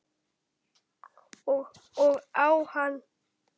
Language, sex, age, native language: Icelandic, male, 7, Icelandic